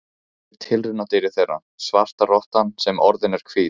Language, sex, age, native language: Icelandic, male, 15, Icelandic